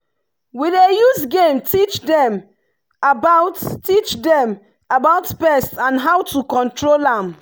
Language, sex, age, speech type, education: Nigerian Pidgin, female, 30-45, spontaneous, tertiary